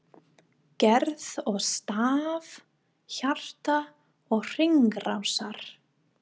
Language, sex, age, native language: Icelandic, female, 30-39, English